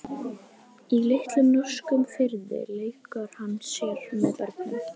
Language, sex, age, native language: Icelandic, female, 18-19, Icelandic